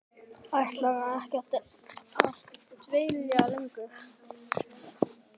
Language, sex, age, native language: Icelandic, male, 10, Icelandic